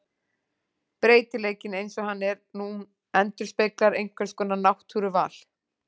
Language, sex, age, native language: Icelandic, female, 40-49, Icelandic